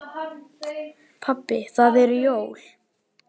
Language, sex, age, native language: Icelandic, male, 10, Icelandic